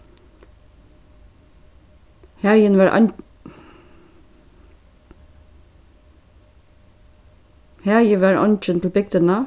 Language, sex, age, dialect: Faroese, female, 36-60, Suðurstreymoy